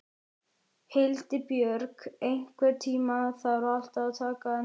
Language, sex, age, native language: Icelandic, male, 11, Icelandic